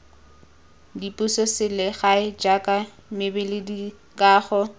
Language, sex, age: Tswana, female, 19